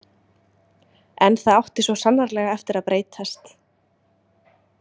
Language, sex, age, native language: Icelandic, female, 20-29, Icelandic